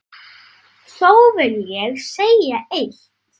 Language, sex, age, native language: Icelandic, female, 9, Icelandic